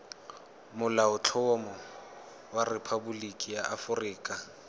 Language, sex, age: Tswana, male, 18